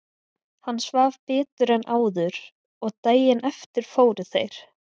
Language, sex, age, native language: Icelandic, female, 20-29, Icelandic